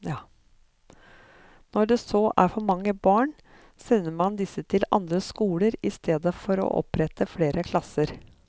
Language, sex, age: Norwegian, female, 54